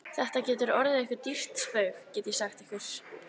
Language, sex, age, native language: Icelandic, female, 13, Icelandic